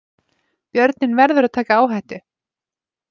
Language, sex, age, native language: Icelandic, female, 30-39, Icelandic